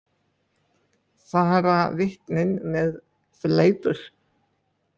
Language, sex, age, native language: Icelandic, male, 20-29, Icelandic